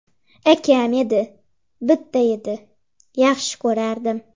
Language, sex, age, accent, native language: Uzbek, female, under 19, Xorazm, Uzbek